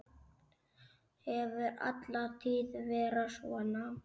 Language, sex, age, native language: Icelandic, female, 9, Icelandic